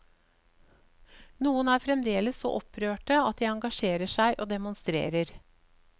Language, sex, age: Norwegian, female, 54